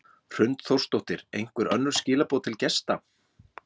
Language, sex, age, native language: Icelandic, male, 40-49, Icelandic